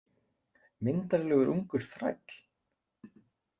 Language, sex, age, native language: Icelandic, male, 20-29, Icelandic